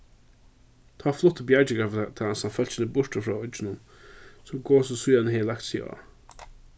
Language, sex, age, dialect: Faroese, male, 36-60, Suðurstreymoy